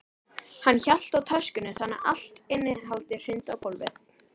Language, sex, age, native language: Icelandic, female, 12, Icelandic